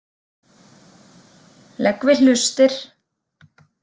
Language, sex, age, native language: Icelandic, female, 30-39, Icelandic